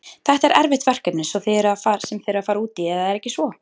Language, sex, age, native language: Icelandic, female, 30-39, Icelandic